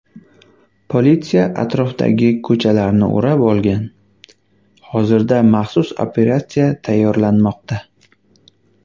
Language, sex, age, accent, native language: Uzbek, male, 19-29, Qashqadaryo, Uzbek